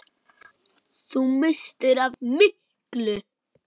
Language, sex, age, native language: Icelandic, male, 9, Icelandic